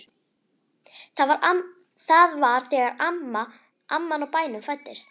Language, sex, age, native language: Icelandic, female, 11, Icelandic